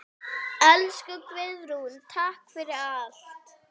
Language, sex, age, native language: Icelandic, female, 8, Icelandic